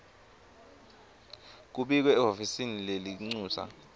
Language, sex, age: Swati, male, 23